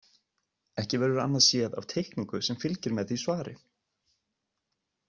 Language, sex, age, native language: Icelandic, male, 30-39, Icelandic